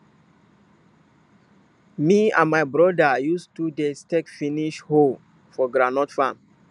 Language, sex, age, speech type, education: Nigerian Pidgin, male, 30-45, spontaneous, tertiary